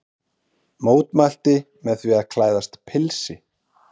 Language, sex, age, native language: Icelandic, male, 30-39, Icelandic